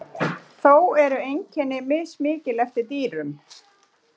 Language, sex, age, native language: Icelandic, female, 40-49, Icelandic